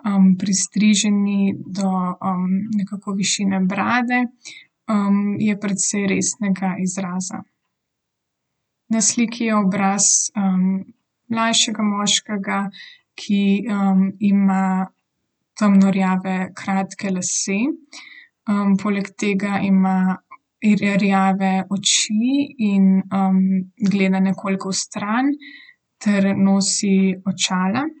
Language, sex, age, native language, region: Slovenian, female, 18-29, Slovenian, Southeast Slovenia